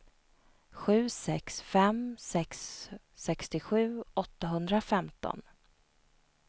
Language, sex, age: Swedish, female, 29